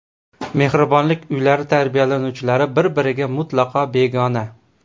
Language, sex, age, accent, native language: Uzbek, male, 18-24, Farg'ona, Uzbek